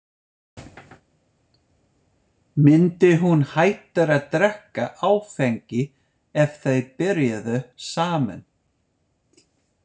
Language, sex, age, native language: Icelandic, male, 50-59, English